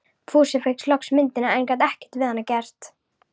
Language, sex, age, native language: Icelandic, female, 11, Icelandic